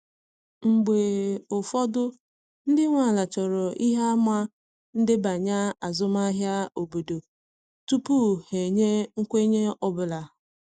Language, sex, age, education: Igbo, female, 30-45, tertiary